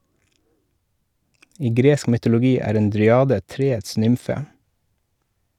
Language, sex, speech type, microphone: Norwegian, male, read, Shure